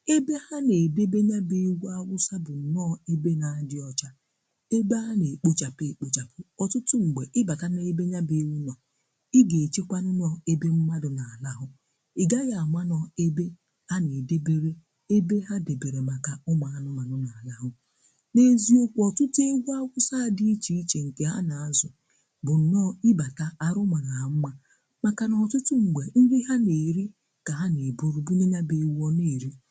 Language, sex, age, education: Igbo, female, 60+, tertiary